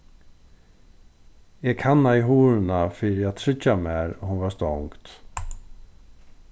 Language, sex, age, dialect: Faroese, male, 36-60, Norðurstreymoy/Eysturoy